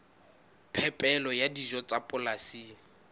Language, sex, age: Southern Sotho, male, 19